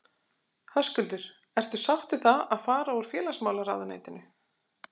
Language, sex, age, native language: Icelandic, female, 40-49, Icelandic